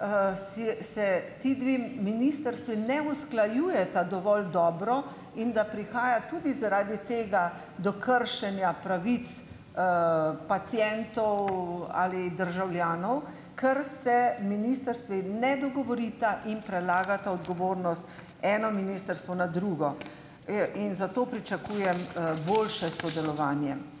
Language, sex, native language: Slovenian, female, Slovenian